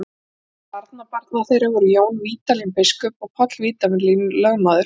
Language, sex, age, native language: Icelandic, female, 40-49, Icelandic